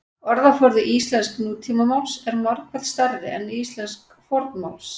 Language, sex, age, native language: Icelandic, female, 40-49, Icelandic